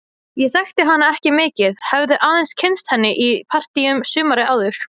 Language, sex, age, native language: Icelandic, female, 20-29, Icelandic